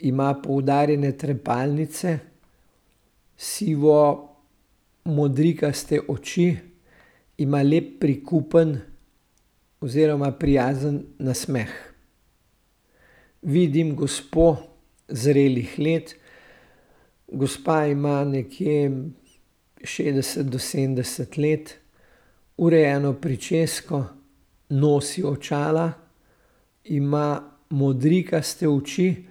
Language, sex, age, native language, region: Slovenian, male, 60+, Slovenian, Central Slovenia